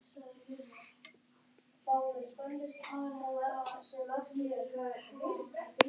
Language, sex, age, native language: Icelandic, male, 11, Icelandic